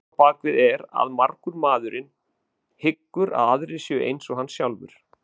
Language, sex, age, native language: Icelandic, male, 40-49, Icelandic